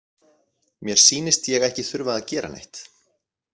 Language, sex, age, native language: Icelandic, male, 40-49, Icelandic